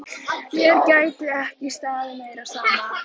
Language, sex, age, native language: Icelandic, female, 11, Icelandic